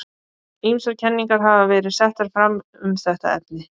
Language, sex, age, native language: Icelandic, female, 20-29, Icelandic